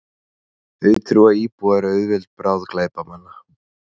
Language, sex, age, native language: Icelandic, male, 30-39, Icelandic